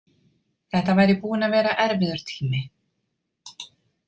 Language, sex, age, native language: Icelandic, female, 30-39, Icelandic